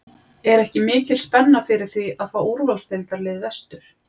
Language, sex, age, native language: Icelandic, female, 40-49, Icelandic